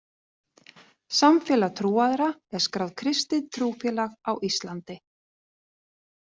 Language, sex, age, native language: Icelandic, female, 40-49, Icelandic